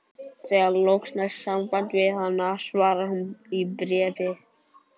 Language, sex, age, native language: Icelandic, male, 11, Icelandic